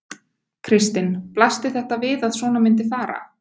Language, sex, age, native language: Icelandic, female, 20-29, Icelandic